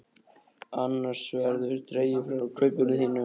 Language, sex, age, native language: Icelandic, male, 13, Icelandic